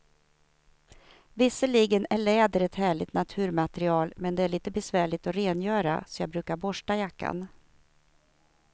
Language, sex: Swedish, female